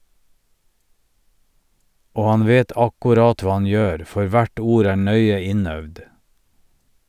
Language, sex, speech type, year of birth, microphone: Norwegian, male, read, 1951, Sennheiser